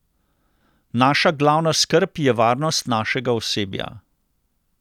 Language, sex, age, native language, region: Slovenian, male, 60+, Slovenian, Central Slovenia